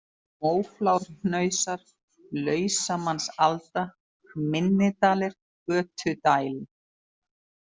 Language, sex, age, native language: Icelandic, female, 50-59, Icelandic